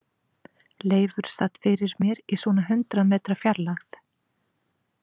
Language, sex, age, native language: Icelandic, female, 40-49, Icelandic